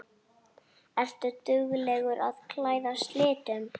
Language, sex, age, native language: Icelandic, female, 6, Icelandic